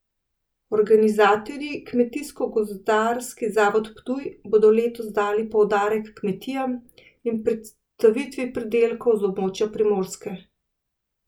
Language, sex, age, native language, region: Slovenian, female, 30-49, Slovenian, Central Slovenia